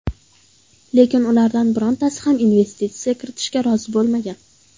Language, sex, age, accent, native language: Uzbek, female, under 19, Toshkent viloyati, Uzbek